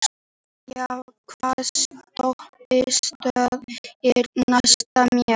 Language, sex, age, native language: Icelandic, female, 18-19, Icelandic